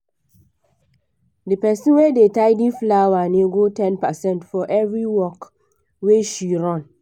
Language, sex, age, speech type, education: Nigerian Pidgin, female, 15-29, spontaneous, tertiary